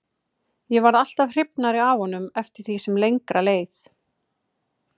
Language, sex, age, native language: Icelandic, female, 30-39, Icelandic